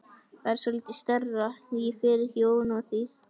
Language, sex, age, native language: Icelandic, male, 11, Icelandic